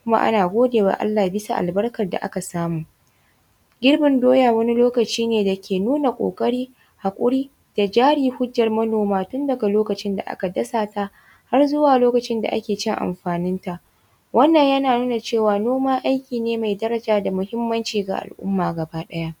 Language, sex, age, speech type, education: Hausa, female, 15-29, spontaneous, tertiary